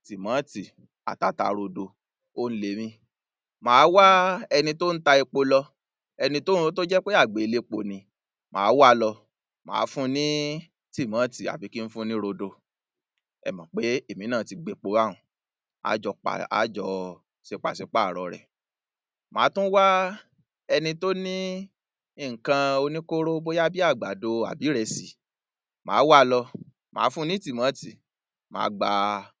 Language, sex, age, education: Yoruba, male, 30-45, tertiary